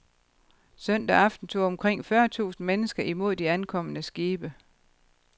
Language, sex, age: Danish, female, 52